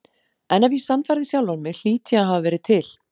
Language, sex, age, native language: Icelandic, female, 40-49, Icelandic